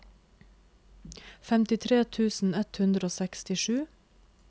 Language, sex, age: Norwegian, female, 26